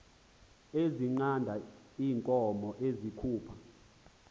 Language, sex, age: Xhosa, male, 20